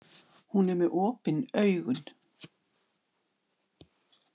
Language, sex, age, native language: Icelandic, female, 60-69, Icelandic